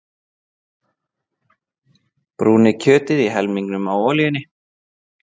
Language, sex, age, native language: Icelandic, male, 30-39, Icelandic